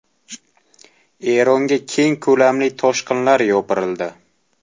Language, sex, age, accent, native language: Uzbek, male, 18-24, Toshkent viloyati, Uzbek